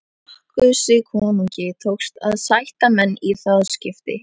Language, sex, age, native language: Icelandic, female, 11, Icelandic